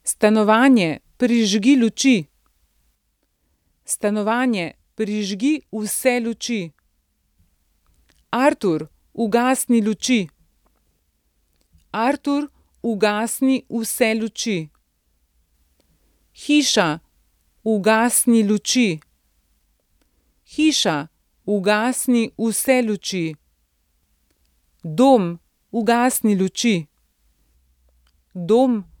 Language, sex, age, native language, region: Slovenian, female, 50-59, Slovenian, Central Slovenia